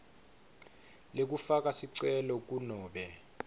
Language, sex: Swati, male